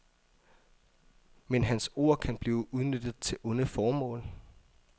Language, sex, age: Danish, male, 24